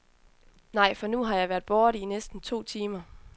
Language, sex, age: Danish, female, 20